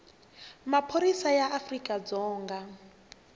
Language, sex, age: Tsonga, female, 21